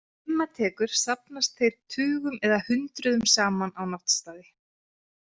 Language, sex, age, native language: Icelandic, female, 30-39, Icelandic